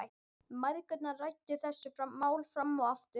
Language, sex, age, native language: Icelandic, female, 12, Icelandic